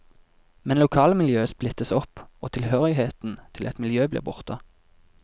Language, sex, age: Norwegian, male, 24